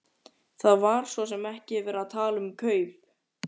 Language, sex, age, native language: Icelandic, male, 14, Icelandic